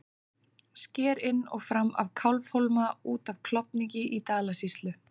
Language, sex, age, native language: Icelandic, female, 30-39, Icelandic